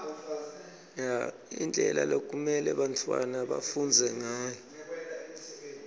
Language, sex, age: Swati, male, 26